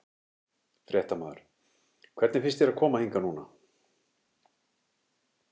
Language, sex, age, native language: Icelandic, male, 60-69, Icelandic